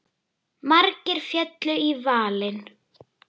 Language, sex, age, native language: Icelandic, female, 10, Icelandic